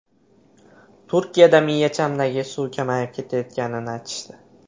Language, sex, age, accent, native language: Uzbek, male, 18-24, Andijon, Uzbek